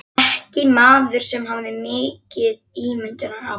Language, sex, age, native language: Icelandic, male, 11, Icelandic